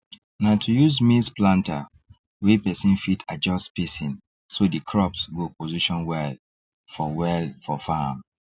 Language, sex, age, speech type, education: Nigerian Pidgin, male, 30-45, spontaneous, tertiary